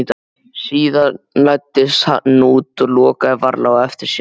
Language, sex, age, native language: Icelandic, male, 12, Icelandic